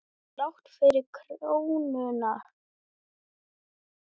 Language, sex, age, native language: Icelandic, male, 10, Icelandic